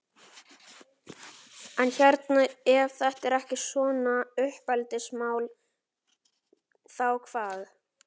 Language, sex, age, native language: Icelandic, male, 11, Icelandic